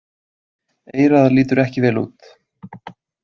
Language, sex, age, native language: Icelandic, male, 20-29, Icelandic